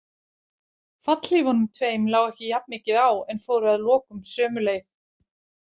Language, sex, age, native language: Icelandic, female, 40-49, Icelandic